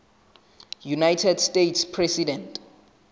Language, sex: Southern Sotho, male